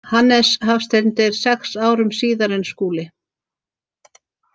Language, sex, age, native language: Icelandic, female, 50-59, Icelandic